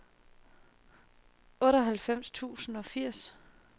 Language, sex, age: Danish, female, 30